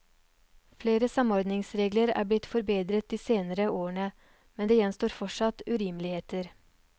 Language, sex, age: Norwegian, female, 39